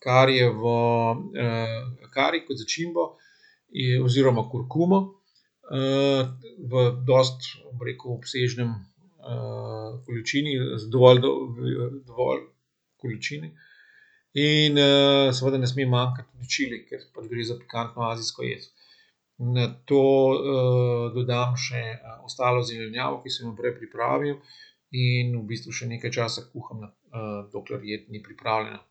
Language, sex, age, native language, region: Slovenian, male, 50-59, Slovenian, Central Slovenia